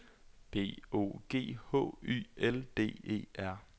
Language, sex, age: Danish, male, 21